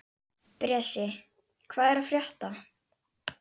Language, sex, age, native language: Icelandic, female, 11, Icelandic